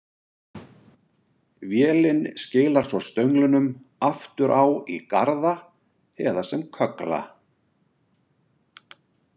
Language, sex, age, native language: Icelandic, male, 60-69, Icelandic